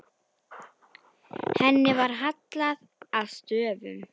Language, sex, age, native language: Icelandic, female, 10, Icelandic